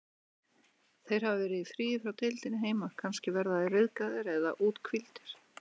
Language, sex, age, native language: Icelandic, male, 60-69, Icelandic